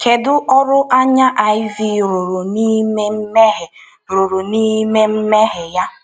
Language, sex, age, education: Igbo, female, 15-29, tertiary